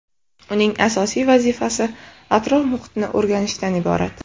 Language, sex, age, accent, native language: Uzbek, female, 18-24, Samarqand, Uzbek